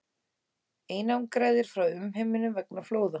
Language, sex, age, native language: Icelandic, female, 18-19, Icelandic